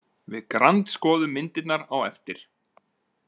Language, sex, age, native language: Icelandic, male, 40-49, Icelandic